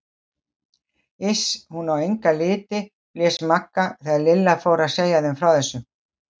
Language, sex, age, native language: Icelandic, female, 60-69, Icelandic